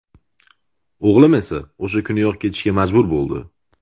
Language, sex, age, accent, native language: Uzbek, male, 18-24, Andijon, Uzbek